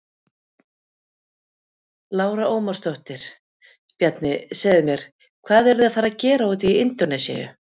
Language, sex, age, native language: Icelandic, female, 50-59, Icelandic